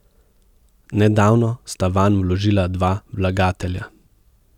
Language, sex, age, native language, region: Slovenian, male, 18-29, Slovenian, Central Slovenia